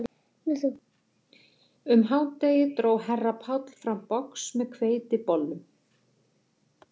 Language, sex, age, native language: Icelandic, female, 40-49, Icelandic